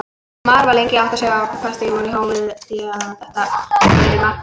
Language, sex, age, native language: Icelandic, female, 18-19, Icelandic